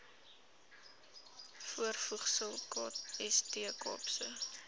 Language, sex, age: Afrikaans, female, 19